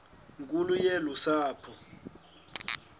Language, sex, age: Xhosa, male, 19